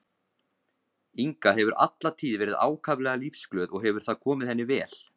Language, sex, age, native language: Icelandic, male, 20-29, Icelandic